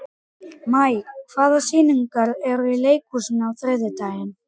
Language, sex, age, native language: Icelandic, male, 11, Icelandic